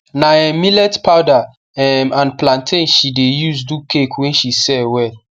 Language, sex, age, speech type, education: Nigerian Pidgin, male, 15-29, spontaneous, tertiary